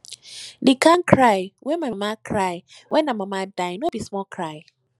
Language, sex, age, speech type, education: Nigerian Pidgin, female, 15-29, spontaneous, tertiary